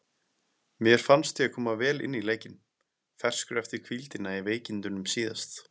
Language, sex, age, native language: Icelandic, male, 20-29, Icelandic